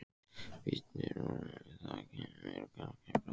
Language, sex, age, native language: Icelandic, male, 14, Icelandic